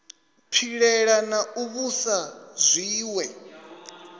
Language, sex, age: Venda, male, 27